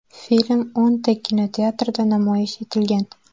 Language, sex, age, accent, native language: Uzbek, female, 18-24, Jizzax, Uzbek